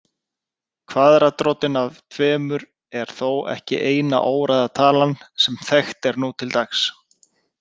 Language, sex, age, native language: Icelandic, male, 30-39, Icelandic